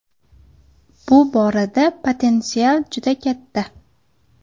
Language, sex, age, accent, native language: Uzbek, female, 19-29, Farg'ona, Uzbek